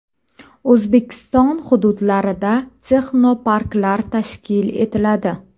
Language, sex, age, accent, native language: Uzbek, female, 25-34, Toshkent viloyati, Uzbek